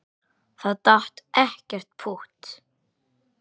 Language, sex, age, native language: Icelandic, male, 8, Icelandic